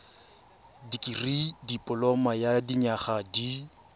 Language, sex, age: Tswana, male, 23